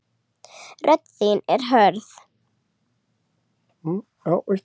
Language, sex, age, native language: Icelandic, female, 8, Icelandic